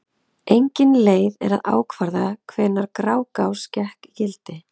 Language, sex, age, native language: Icelandic, female, 30-39, Icelandic